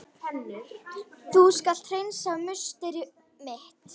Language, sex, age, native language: Icelandic, female, 10, Icelandic